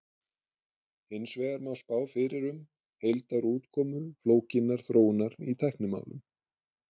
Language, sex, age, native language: Icelandic, male, 30-39, Icelandic